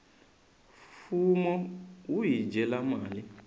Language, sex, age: Tsonga, male, 20